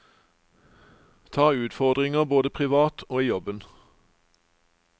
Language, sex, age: Norwegian, male, 49